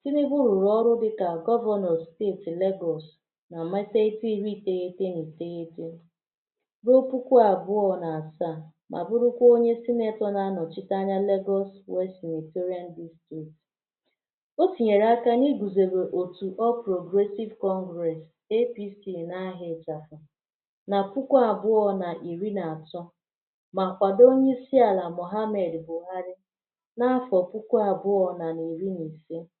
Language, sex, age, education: Igbo, female, 15-29, tertiary